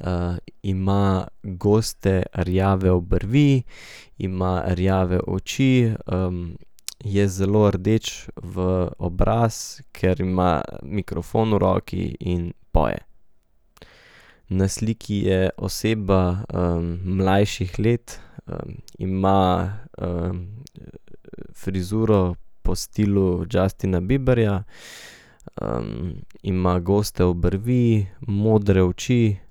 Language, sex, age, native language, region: Slovenian, male, 18-29, Slovenian, Central Slovenia